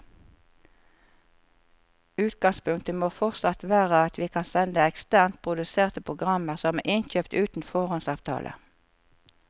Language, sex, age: Norwegian, female, 54